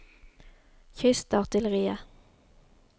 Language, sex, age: Norwegian, female, 33